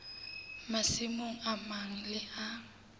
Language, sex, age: Southern Sotho, female, 19